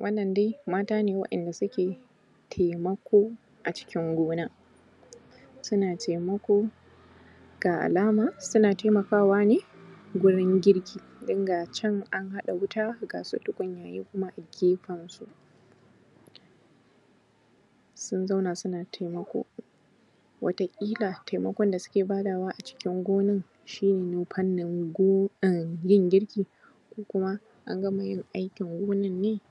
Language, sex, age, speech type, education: Hausa, female, 15-29, spontaneous, primary